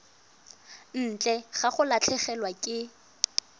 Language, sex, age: Tswana, female, 22